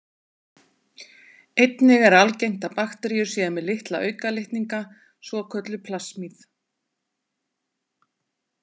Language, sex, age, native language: Icelandic, female, 40-49, Icelandic